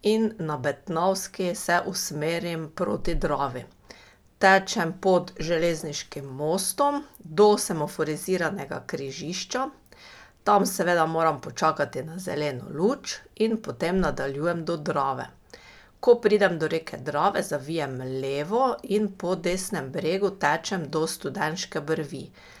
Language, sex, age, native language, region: Slovenian, female, 30-49, Slovenian, Pomurje region